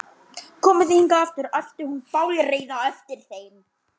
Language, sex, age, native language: Icelandic, male, 12, Icelandic